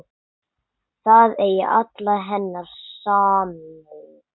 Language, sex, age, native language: Icelandic, male, 9, English